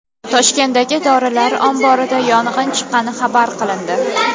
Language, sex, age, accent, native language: Uzbek, female, under 19, Toshkent shahri, Uzbek